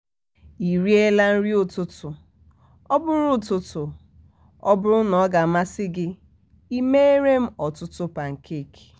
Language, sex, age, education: Igbo, female, 30-45, tertiary